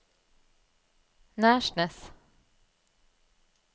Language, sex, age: Norwegian, female, 34